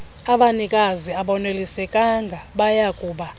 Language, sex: Xhosa, female